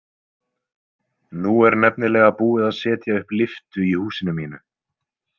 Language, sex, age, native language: Icelandic, male, 20-29, Icelandic